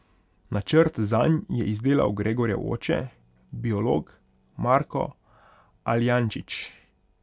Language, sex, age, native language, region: Slovenian, male, 18-29, Hungarian, Pomurje region